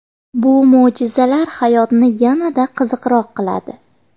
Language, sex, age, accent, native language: Uzbek, female, 18-24, Farg'ona, Uzbek